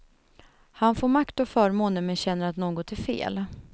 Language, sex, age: Swedish, female, 21